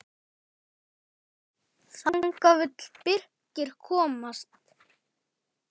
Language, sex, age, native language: Icelandic, male, 10, Icelandic